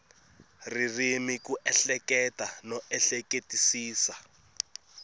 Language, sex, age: Tsonga, male, 26